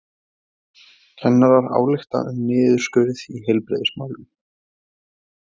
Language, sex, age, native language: Icelandic, male, 20-29, Icelandic